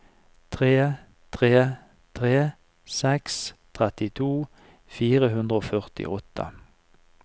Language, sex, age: Norwegian, male, 49